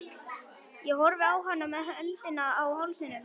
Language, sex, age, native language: Icelandic, male, 11, Icelandic